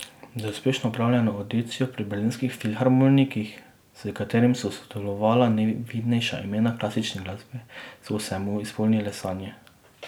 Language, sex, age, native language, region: Slovenian, male, 18-29, Slovenian, Drava region